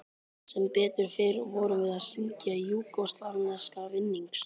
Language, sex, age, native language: Icelandic, male, 12, Icelandic